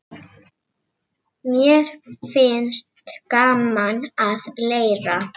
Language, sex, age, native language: Icelandic, female, 7, Icelandic